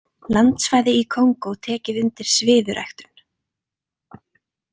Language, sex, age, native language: Icelandic, female, 30-39, Icelandic